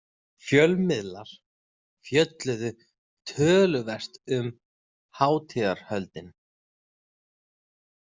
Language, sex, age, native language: Icelandic, male, 30-39, Icelandic